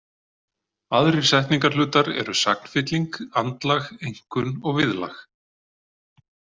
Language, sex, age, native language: Icelandic, male, 40-49, Icelandic